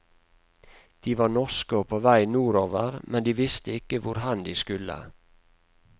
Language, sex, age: Norwegian, male, 48